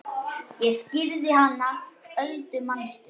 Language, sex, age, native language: Icelandic, male, 9, Icelandic